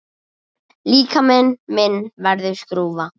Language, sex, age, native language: Icelandic, female, 10, Icelandic